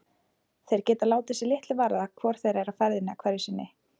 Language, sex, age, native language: Icelandic, female, 20-29, Icelandic